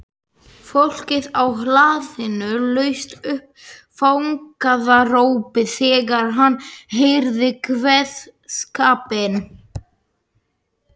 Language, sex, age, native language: Icelandic, male, 11, Slovak